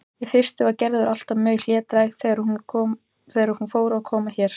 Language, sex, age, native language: Icelandic, female, 18-19, Icelandic